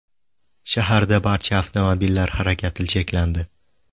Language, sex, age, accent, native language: Uzbek, male, 18-24, Buxoro, Uzbek